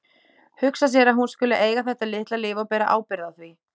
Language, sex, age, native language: Icelandic, female, 18-19, Icelandic